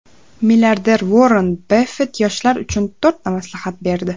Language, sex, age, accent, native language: Uzbek, female, under 19, Andijon, Uzbek